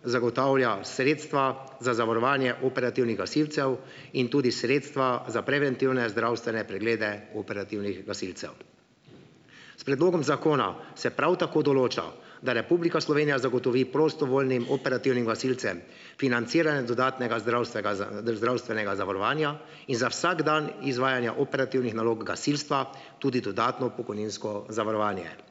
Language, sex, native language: Slovenian, male, Slovenian